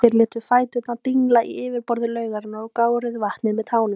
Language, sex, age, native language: Icelandic, female, 18-19, Icelandic